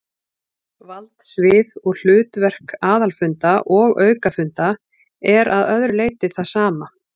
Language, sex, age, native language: Icelandic, female, 40-49, Icelandic